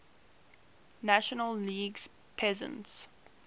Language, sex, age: English, female, 18